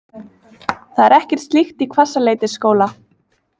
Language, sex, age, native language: Icelandic, female, 20-29, Icelandic